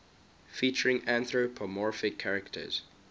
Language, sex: English, male